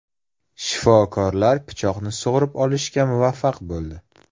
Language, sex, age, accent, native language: Uzbek, male, 18-24, Surxondaryo, Uzbek